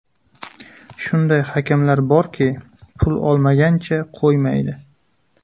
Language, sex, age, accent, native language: Uzbek, male, 25-34, Jizzax, Uzbek